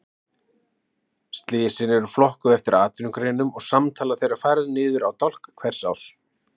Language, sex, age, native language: Icelandic, male, 30-39, Icelandic